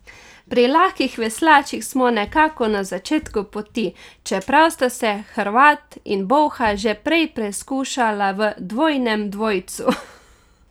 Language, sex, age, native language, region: Slovenian, female, 30-49, Slovenian, Carinthia region